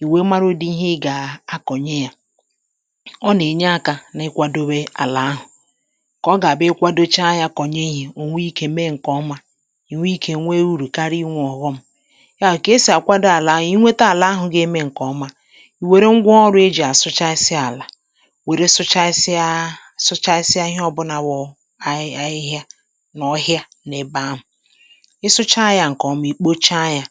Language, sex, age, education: Igbo, female, 30-45, tertiary